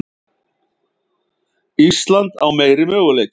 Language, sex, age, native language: Icelandic, male, 50-59, Icelandic